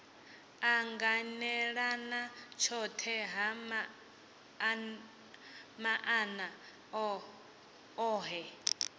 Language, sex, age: Venda, female, 18